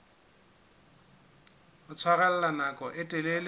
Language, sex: Southern Sotho, male